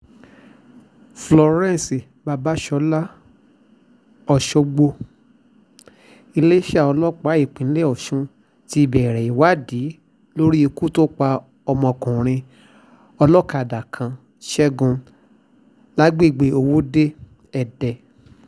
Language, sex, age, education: Yoruba, male, 46-60, tertiary